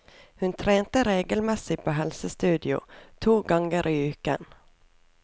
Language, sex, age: Norwegian, female, 24